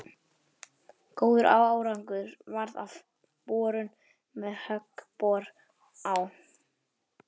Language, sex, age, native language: Icelandic, male, 11, Icelandic